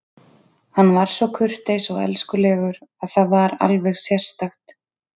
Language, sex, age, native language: Icelandic, female, 30-39, Icelandic